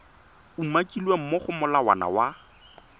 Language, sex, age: Tswana, male, 23